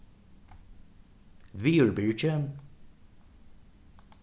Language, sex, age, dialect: Faroese, male, 36-60, Suðuroy